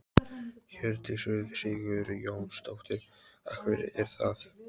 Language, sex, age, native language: Icelandic, male, 12, Icelandic